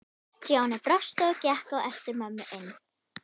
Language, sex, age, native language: Icelandic, female, 11, Icelandic